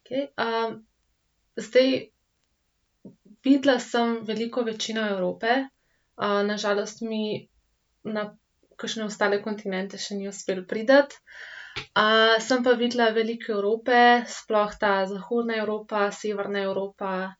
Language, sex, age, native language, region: Slovenian, female, 18-29, Slovenian, Central Slovenia